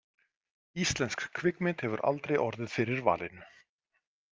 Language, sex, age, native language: Icelandic, male, 40-49, Icelandic